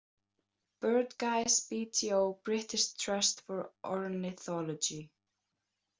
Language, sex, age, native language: Icelandic, female, 18-19, Icelandic